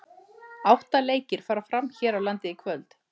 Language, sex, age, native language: Icelandic, male, 30-39, Icelandic